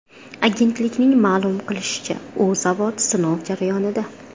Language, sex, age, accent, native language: Uzbek, female, 18-24, Qashqadaryo, Uzbek